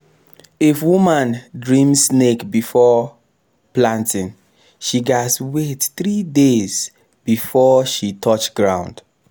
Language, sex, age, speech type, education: Nigerian Pidgin, male, 15-29, spontaneous, tertiary